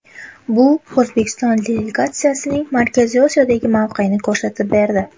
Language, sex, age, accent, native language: Uzbek, female, 18-24, Qashqadaryo, Uzbek